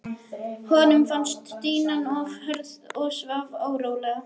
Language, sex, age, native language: Icelandic, male, 11, Icelandic